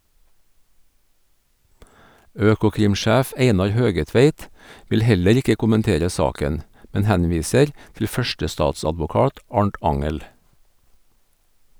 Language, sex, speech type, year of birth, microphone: Norwegian, male, read, 1951, Sennheiser